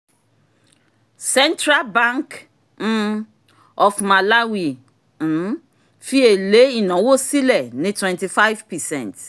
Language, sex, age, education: Yoruba, female, 46-60, tertiary